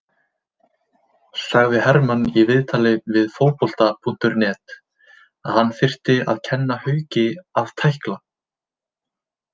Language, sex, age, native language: Icelandic, male, 20-29, Icelandic